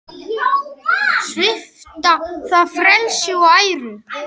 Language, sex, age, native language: Icelandic, male, 8, Icelandic